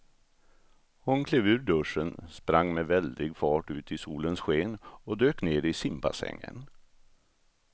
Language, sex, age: Swedish, male, 64